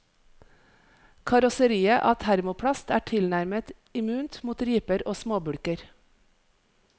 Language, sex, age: Norwegian, female, 43